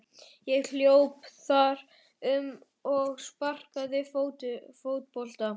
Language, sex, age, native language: Icelandic, male, 11, Icelandic